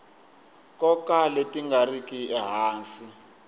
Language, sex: Tsonga, male